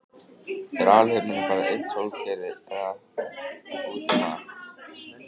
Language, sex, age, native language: Icelandic, male, 18-19, Icelandic